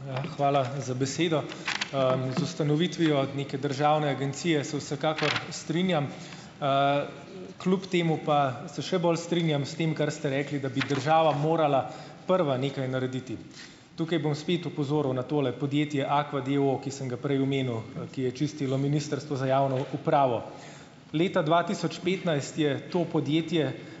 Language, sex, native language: Slovenian, male, Slovenian